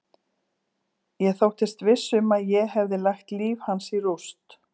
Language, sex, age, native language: Icelandic, female, 40-49, Icelandic